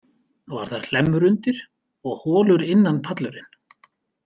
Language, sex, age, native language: Icelandic, male, 50-59, Icelandic